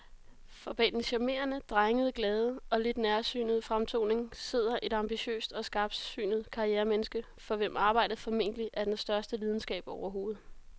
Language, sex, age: Danish, female, 33